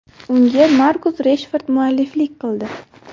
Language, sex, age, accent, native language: Uzbek, female, 19-29, Buxoro, Uzbek